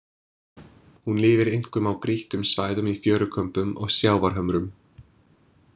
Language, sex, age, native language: Icelandic, male, 20-29, English